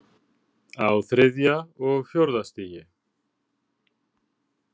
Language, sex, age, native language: Icelandic, male, 50-59, Icelandic